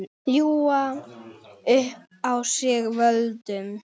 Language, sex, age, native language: Icelandic, male, 9, Icelandic